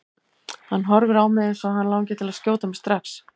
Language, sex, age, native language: Icelandic, female, 70-79, Icelandic